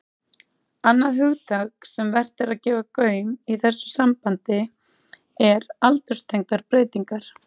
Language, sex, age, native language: Icelandic, female, 30-39, Icelandic